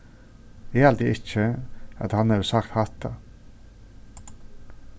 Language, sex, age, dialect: Faroese, male, 36-60, Suðurstreymoy